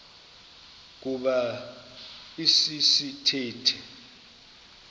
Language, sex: Xhosa, male